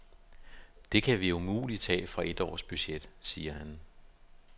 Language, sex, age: Danish, male, 52